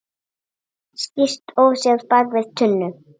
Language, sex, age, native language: Icelandic, female, 7, Icelandic